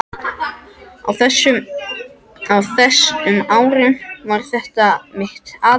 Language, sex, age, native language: Icelandic, other, 13, French